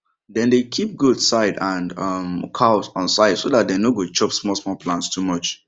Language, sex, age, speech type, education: Nigerian Pidgin, male, 15-29, spontaneous, tertiary